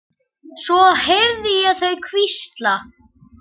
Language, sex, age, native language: Icelandic, male, 10, Icelandic